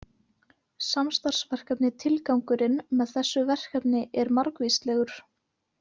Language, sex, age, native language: Icelandic, female, 18-19, Icelandic